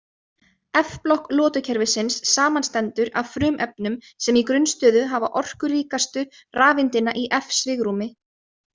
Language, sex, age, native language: Icelandic, female, 20-29, Icelandic